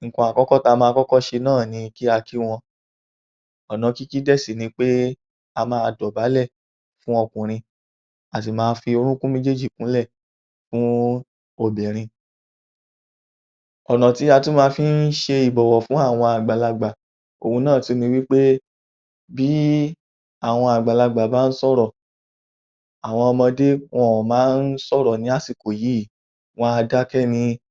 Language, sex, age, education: Yoruba, male, 30-45, tertiary